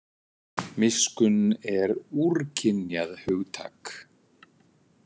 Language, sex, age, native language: Icelandic, male, 60-69, Icelandic